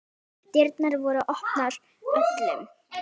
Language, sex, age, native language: Icelandic, female, 10, Icelandic